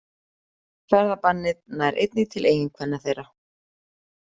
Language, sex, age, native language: Icelandic, female, 40-49, Icelandic